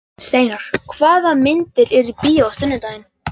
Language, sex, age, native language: Icelandic, male, 11, Icelandic